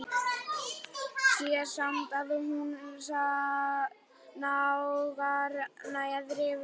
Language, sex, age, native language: Icelandic, male, 11, Icelandic